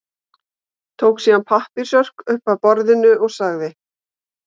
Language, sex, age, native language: Icelandic, female, 50-59, Icelandic